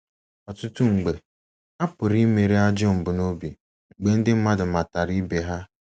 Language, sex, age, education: Igbo, male, 15-29, secondary